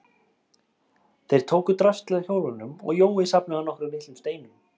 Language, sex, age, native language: Icelandic, male, 30-39, Icelandic